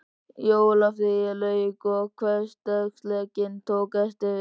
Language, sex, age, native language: Icelandic, male, 13, Icelandic